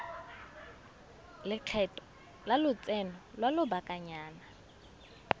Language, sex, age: Tswana, female, 22